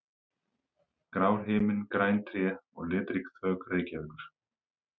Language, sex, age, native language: Icelandic, male, 30-39, Icelandic